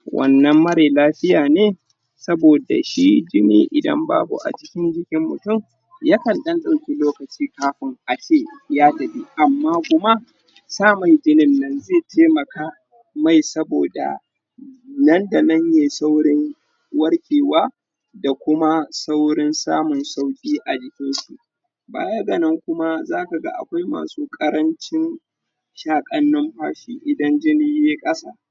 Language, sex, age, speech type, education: Hausa, male, 30-45, spontaneous, tertiary